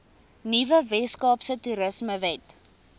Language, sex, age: Afrikaans, female, 19